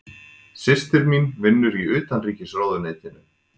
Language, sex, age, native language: Icelandic, male, 20-29, Icelandic